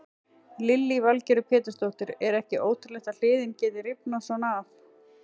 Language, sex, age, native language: Icelandic, female, 40-49, Icelandic